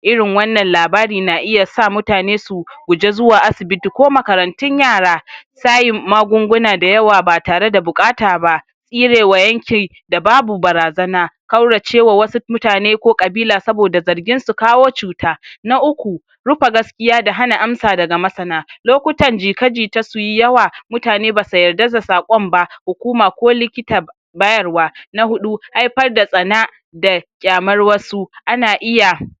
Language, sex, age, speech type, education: Hausa, male, 46-60, spontaneous, tertiary